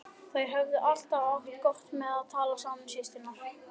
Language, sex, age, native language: Icelandic, male, 11, Icelandic